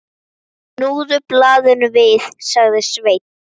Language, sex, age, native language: Icelandic, female, 10, Icelandic